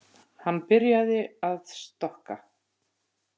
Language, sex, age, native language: Icelandic, female, 50-59, Icelandic